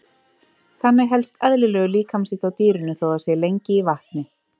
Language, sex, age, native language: Icelandic, female, 30-39, Icelandic